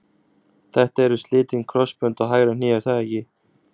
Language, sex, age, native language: Icelandic, male, 20-29, Icelandic